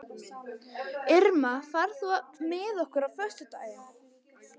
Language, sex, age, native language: Icelandic, female, 13, Icelandic